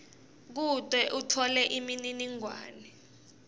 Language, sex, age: Swati, female, 18